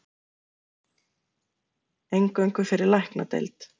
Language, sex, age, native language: Icelandic, female, 40-49, Icelandic